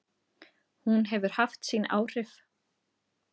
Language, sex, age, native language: Icelandic, female, 30-39, Icelandic